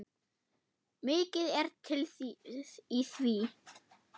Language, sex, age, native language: Icelandic, female, 8, German